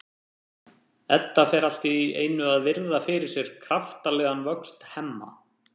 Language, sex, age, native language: Icelandic, male, 30-39, Icelandic